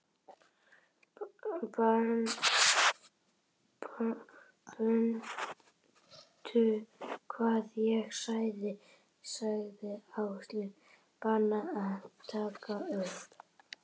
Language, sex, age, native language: Icelandic, male, 18-19, Icelandic